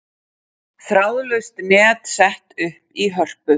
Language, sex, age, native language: Icelandic, female, 50-59, Icelandic